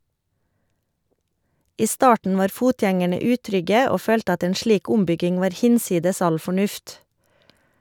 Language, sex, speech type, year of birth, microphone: Norwegian, female, read, 1973, Shure